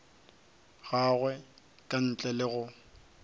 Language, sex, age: Northern Sotho, male, 23